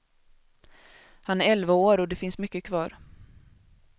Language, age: Swedish, 21